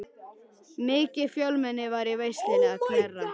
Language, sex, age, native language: Icelandic, male, 13, Icelandic